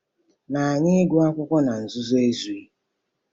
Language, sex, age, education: Igbo, female, 30-45, tertiary